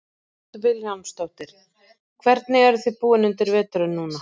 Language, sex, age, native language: Icelandic, female, 40-49, Icelandic